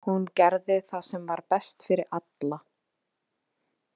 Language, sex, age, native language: Icelandic, female, 20-29, Icelandic